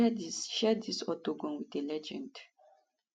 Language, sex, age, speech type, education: Nigerian Pidgin, female, 15-29, spontaneous, tertiary